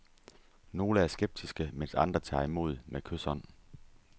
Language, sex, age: Danish, male, 30